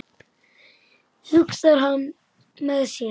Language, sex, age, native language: Icelandic, male, 10, Icelandic